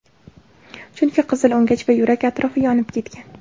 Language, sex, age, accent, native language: Uzbek, female, 18-24, Namangan, Uzbek